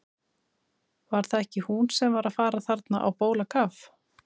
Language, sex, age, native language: Icelandic, female, 30-39, Icelandic